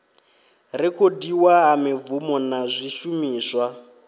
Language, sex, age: Venda, male, 23